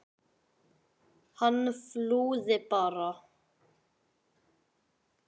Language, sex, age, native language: Icelandic, male, 9, Icelandic